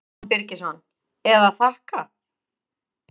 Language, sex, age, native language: Icelandic, female, 50-59, Icelandic